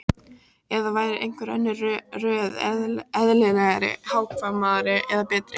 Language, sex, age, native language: Icelandic, female, 18-19, Icelandic